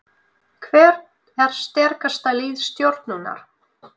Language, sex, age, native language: Icelandic, female, 20-29, Russian